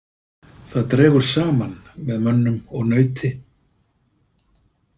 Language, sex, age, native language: Icelandic, male, 50-59, Icelandic